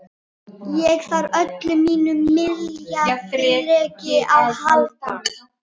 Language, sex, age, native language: Icelandic, female, 12, Icelandic